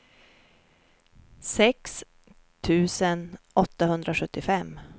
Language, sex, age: Swedish, female, 44